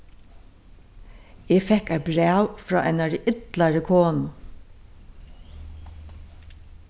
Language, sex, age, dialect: Faroese, female, 61+, Suðurstreymoy